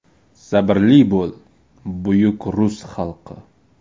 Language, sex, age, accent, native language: Uzbek, male, 18-24, Toshkent viloyati, Uzbek